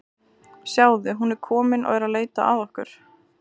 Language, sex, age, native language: Icelandic, female, 20-29, Icelandic